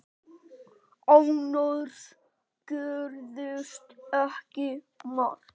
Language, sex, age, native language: Icelandic, male, 8, Icelandic